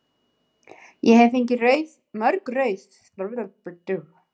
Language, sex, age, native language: Icelandic, female, 30-39, Icelandic